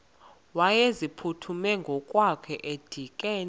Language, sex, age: Xhosa, female, 20